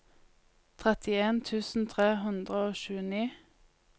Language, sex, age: Norwegian, female, 20